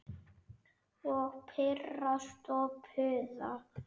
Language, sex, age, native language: Icelandic, female, 9, Icelandic